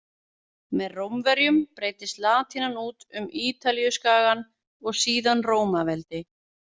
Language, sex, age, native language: Icelandic, female, 40-49, Icelandic